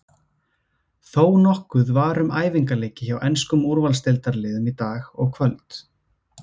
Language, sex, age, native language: Icelandic, male, 20-29, Icelandic